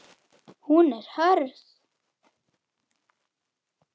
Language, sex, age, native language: Icelandic, female, 8, Icelandic